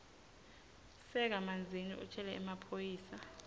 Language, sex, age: Swati, female, 20